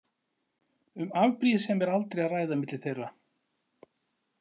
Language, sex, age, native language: Icelandic, male, 40-49, Icelandic